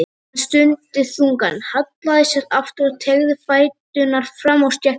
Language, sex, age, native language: Icelandic, female, 30-39, Icelandic